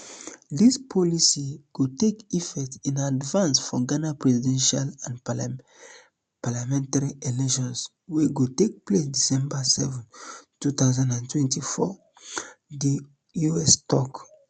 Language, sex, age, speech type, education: Nigerian Pidgin, male, 15-29, spontaneous, tertiary